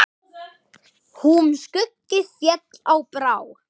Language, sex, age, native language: Icelandic, male, 10, Icelandic